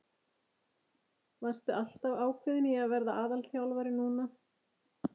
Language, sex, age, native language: Icelandic, female, 50-59, Icelandic